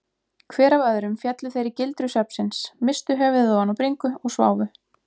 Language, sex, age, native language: Icelandic, female, 20-29, Icelandic